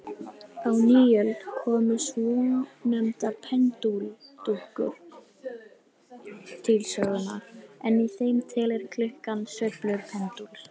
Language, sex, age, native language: Icelandic, female, 18-19, Icelandic